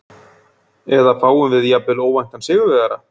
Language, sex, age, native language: Icelandic, male, 40-49, Icelandic